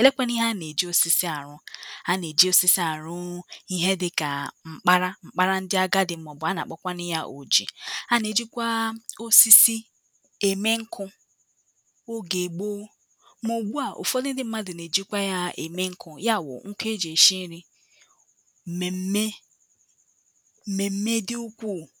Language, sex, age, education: Igbo, female, 15-29, tertiary